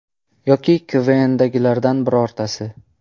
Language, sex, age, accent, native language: Uzbek, male, 19-29, Jizzax, Uzbek